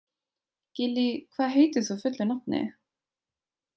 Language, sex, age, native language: Icelandic, female, 20-29, Icelandic